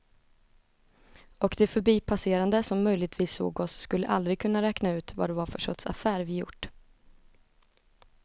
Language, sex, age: Swedish, female, 20